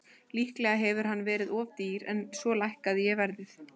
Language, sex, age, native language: Icelandic, female, 20-29, Icelandic